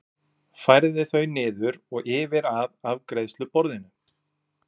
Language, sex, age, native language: Icelandic, male, 40-49, Icelandic